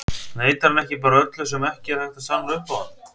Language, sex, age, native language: Icelandic, male, 30-39, Icelandic